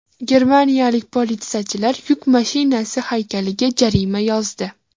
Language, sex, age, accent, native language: Uzbek, female, 18-24, Farg'ona, Uzbek